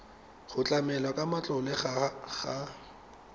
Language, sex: Tswana, male